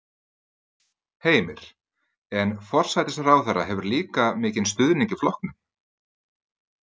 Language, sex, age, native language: Icelandic, male, 30-39, Icelandic